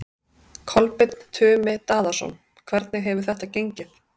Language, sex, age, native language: Icelandic, female, 30-39, Icelandic